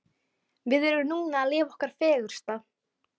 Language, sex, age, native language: Icelandic, female, 12, Icelandic